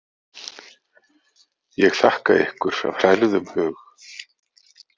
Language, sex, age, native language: Icelandic, male, 40-49, Icelandic